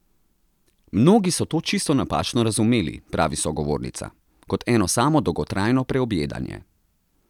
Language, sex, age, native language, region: Slovenian, male, 30-49, Slovenian, Central Slovenia